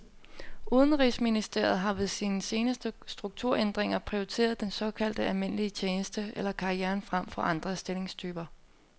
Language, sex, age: Danish, female, 24